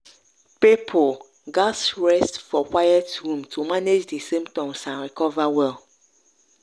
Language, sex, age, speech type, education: Nigerian Pidgin, female, 30-45, spontaneous, tertiary